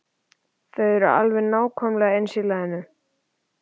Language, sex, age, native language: Icelandic, male, 11, Icelandic